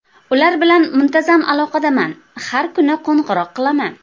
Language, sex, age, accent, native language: Uzbek, female, 25-34, Qashqadaryo, Uzbek